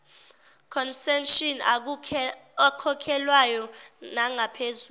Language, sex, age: Zulu, female, 17